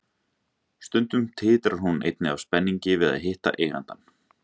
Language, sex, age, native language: Icelandic, male, 30-39, Icelandic